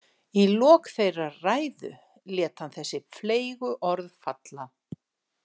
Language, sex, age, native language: Icelandic, female, 60-69, Icelandic